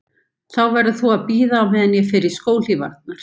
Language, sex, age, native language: Icelandic, female, 70-79, Icelandic